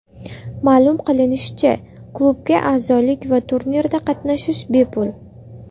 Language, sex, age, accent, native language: Uzbek, female, 19-29, Andijon, Uzbek